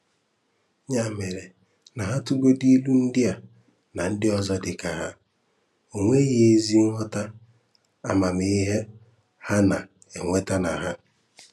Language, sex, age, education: Igbo, male, 15-29, tertiary